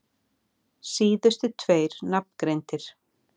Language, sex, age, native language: Icelandic, female, 40-49, Icelandic